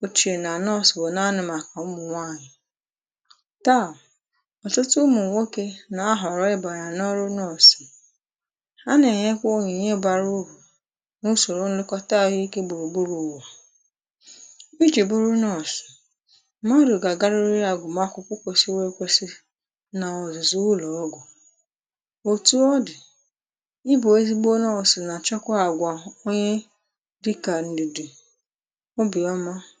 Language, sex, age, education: Igbo, female, 15-29, tertiary